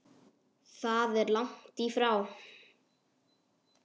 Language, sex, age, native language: Icelandic, male, 10, Icelandic